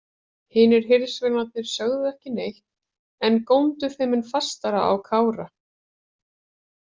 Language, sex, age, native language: Icelandic, female, 40-49, Icelandic